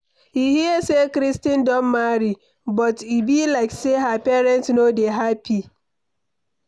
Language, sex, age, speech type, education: Nigerian Pidgin, female, 60+, read, secondary